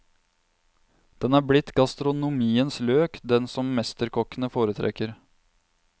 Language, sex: Norwegian, male